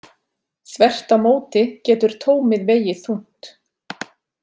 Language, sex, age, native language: Icelandic, female, 40-49, Icelandic